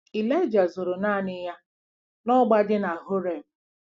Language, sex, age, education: Igbo, female, 46-60, tertiary